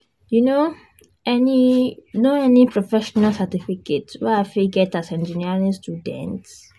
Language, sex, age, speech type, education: Nigerian Pidgin, female, 15-29, spontaneous, tertiary